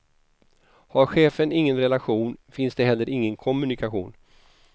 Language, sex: Swedish, male